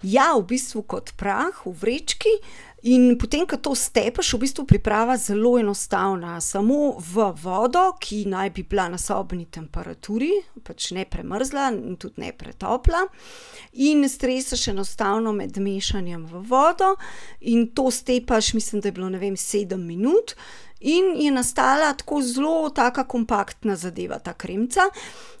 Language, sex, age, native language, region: Slovenian, female, 30-49, Slovenian, Central Slovenia